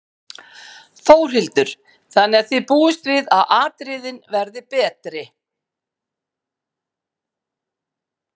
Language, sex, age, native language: Icelandic, female, 50-59, Icelandic